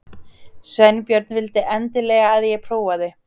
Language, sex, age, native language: Icelandic, female, 30-39, Icelandic